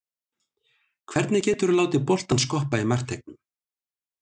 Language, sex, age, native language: Icelandic, male, 60-69, Icelandic